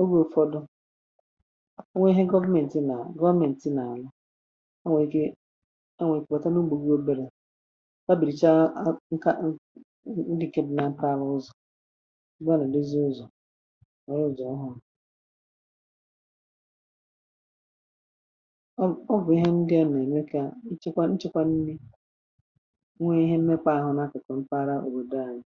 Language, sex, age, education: Igbo, female, 30-45, tertiary